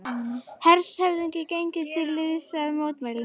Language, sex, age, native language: Icelandic, female, 40-49, Icelandic